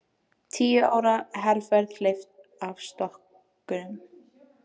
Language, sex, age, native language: Icelandic, female, 18-19, Icelandic